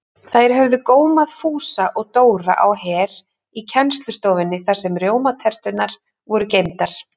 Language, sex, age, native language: Icelandic, female, 30-39, Icelandic